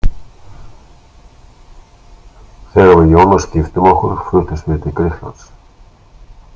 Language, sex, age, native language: Icelandic, male, 60-69, Icelandic